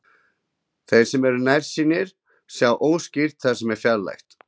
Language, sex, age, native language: Icelandic, male, 20-29, Icelandic